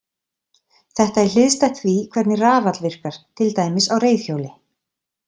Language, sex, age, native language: Icelandic, female, 30-39, Icelandic